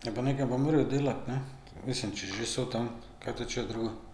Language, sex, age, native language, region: Slovenian, male, 50-59, Slovenian, Drava region